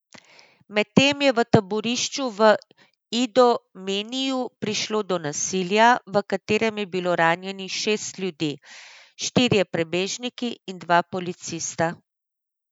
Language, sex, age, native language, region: Slovenian, female, 50-59, Slovenian, Central Slovenia